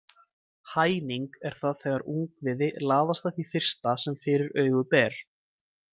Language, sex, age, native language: Icelandic, male, 20-29, Icelandic